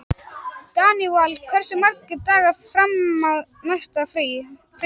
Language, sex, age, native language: Icelandic, male, 18-19, Icelandic